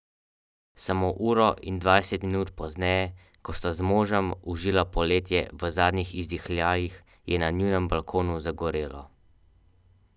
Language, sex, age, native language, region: Slovenian, male, 12-17, Slovenian, Central Slovenia